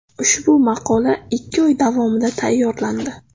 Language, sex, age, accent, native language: Uzbek, female, 19-29, Navoiy, Uzbek